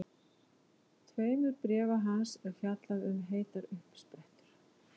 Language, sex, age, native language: Icelandic, female, 11, Icelandic